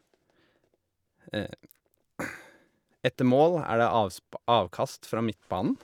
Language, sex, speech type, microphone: Norwegian, male, spontaneous, Shure